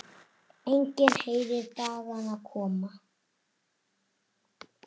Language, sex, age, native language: Icelandic, male, 6, Icelandic